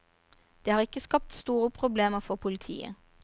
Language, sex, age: Norwegian, female, 29